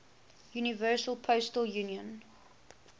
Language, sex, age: English, female, 18